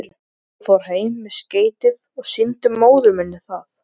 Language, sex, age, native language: Icelandic, male, 13, Icelandic